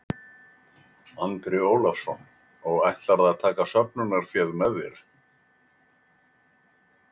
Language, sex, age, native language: Icelandic, male, 80-89, Icelandic